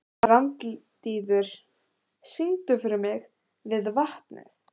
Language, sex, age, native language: Icelandic, other, 18-19, Icelandic